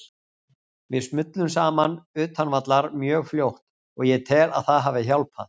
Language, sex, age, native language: Icelandic, male, 40-49, Icelandic